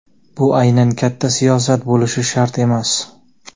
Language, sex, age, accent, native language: Uzbek, male, 25-34, Jizzax, Uzbek